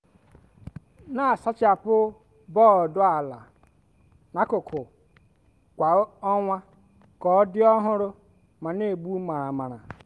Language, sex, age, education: Igbo, female, 30-45, tertiary